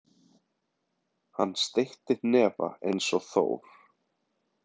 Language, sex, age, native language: Icelandic, male, 20-29, Icelandic